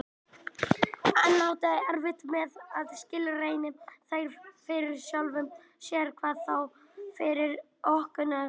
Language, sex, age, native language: Icelandic, male, 18-19, Icelandic